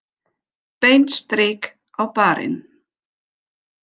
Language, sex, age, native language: Icelandic, female, 50-59, German